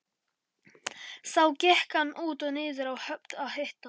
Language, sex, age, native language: Icelandic, male, 11, Polish